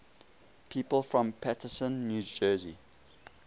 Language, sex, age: English, male, 20